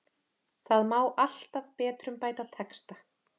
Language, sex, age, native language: Icelandic, female, 30-39, Icelandic